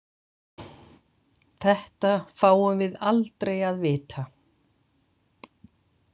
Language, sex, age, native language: Icelandic, female, 60-69, Icelandic